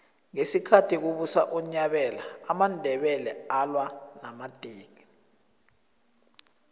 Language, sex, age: South Ndebele, male, 20